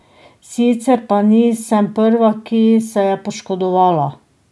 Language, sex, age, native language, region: Slovenian, female, 50-59, Slovenian, Drava region